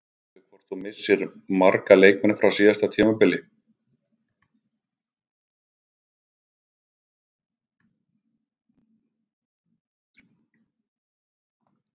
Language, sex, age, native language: Icelandic, male, 50-59, Icelandic